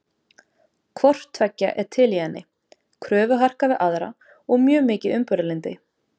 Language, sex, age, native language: Icelandic, female, 20-29, Icelandic